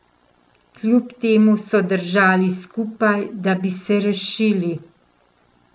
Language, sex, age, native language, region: Slovenian, female, 50-59, Slovenian, Central Slovenia